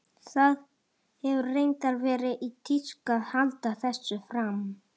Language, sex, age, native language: Icelandic, female, 40-49, Italian